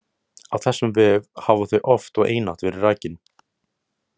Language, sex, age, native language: Icelandic, male, 18-19, Icelandic